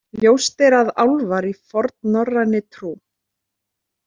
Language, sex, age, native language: Icelandic, female, 30-39, Icelandic